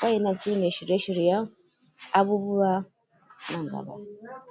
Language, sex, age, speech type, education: Hausa, female, 30-45, spontaneous, tertiary